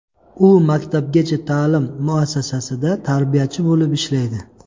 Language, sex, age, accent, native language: Uzbek, male, 25-34, Qashqadaryo, Uzbek